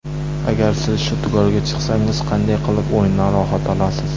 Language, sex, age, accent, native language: Uzbek, male, 18-24, Jizzax, Uzbek